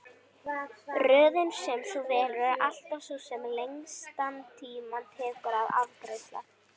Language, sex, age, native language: Icelandic, female, 60-69, Icelandic